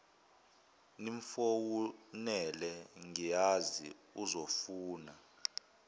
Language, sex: Zulu, male